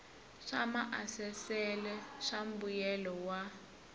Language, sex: Tsonga, male